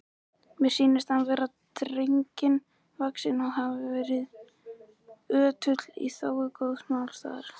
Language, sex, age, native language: Icelandic, male, 18-19, Icelandic